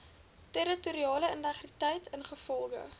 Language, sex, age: Afrikaans, female, 21